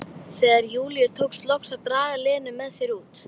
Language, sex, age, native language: Icelandic, female, 12, Icelandic